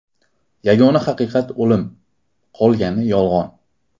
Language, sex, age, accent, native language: Uzbek, male, 18-24, Qashqadaryo, Uzbek